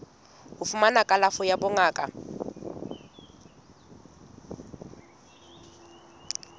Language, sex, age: Southern Sotho, female, 19